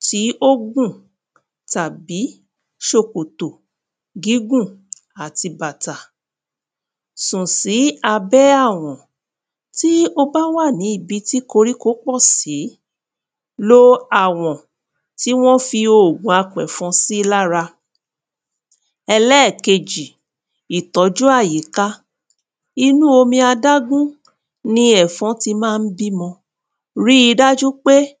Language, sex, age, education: Yoruba, female, 30-45, tertiary